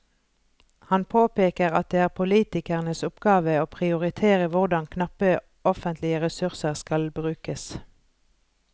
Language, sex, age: Norwegian, female, 43